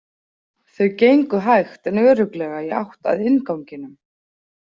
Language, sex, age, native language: Icelandic, female, 40-49, Icelandic